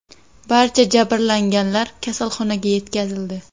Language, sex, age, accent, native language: Uzbek, female, 18-24, Xorazm, Uzbek